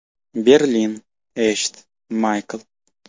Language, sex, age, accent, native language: Uzbek, male, 18-24, Andijon, Uzbek